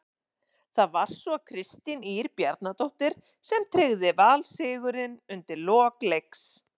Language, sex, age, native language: Icelandic, female, 40-49, Icelandic